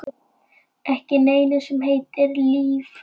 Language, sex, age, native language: Icelandic, male, 9, Icelandic